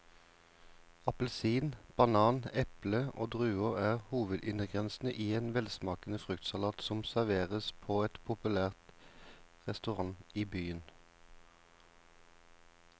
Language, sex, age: Norwegian, male, 34